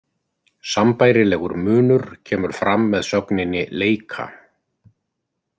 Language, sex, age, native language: Icelandic, male, 50-59, Icelandic